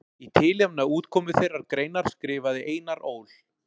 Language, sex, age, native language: Icelandic, male, 40-49, Icelandic